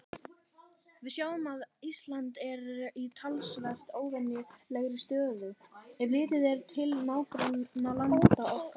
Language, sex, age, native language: Icelandic, female, 18-19, Icelandic